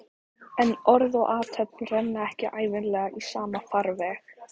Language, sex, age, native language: Icelandic, female, 14, Icelandic